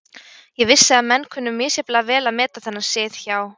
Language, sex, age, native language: Icelandic, female, 20-29, Icelandic